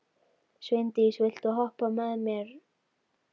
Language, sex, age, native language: Icelandic, female, 12, Icelandic